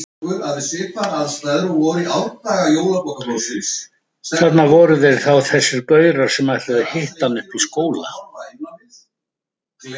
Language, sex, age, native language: Icelandic, male, 70-79, Icelandic